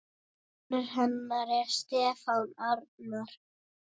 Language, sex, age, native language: Icelandic, female, 9, Icelandic